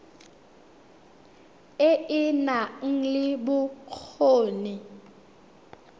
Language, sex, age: Tswana, female, 21